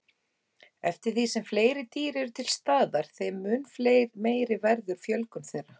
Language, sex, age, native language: Icelandic, female, 18-19, Icelandic